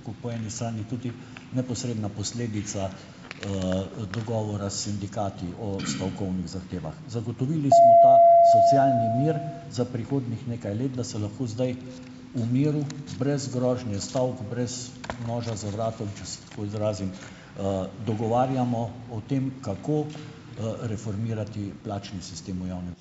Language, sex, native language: Slovenian, male, Slovenian